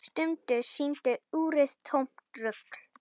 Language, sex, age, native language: Icelandic, female, 10, Icelandic